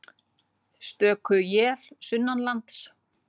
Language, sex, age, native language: Icelandic, female, 40-49, Icelandic